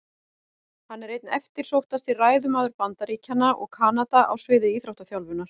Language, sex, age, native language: Icelandic, female, 40-49, Icelandic